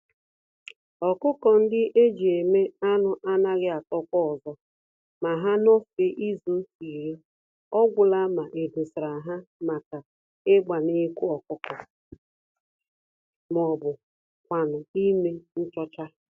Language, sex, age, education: Igbo, female, 30-45, tertiary